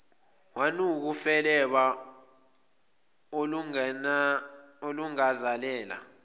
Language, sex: Zulu, male